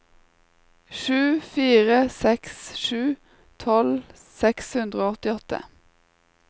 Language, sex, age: Norwegian, female, 21